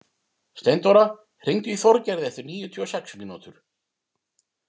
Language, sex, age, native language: Icelandic, male, 50-59, Icelandic